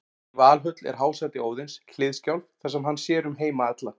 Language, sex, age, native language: Icelandic, male, 40-49, Icelandic